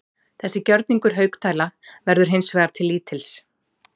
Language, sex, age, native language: Icelandic, female, 40-49, Icelandic